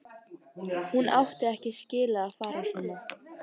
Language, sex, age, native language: Icelandic, female, 13, Icelandic